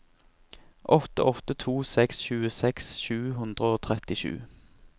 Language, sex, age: Norwegian, male, 24